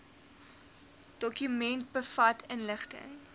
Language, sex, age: Afrikaans, female, 19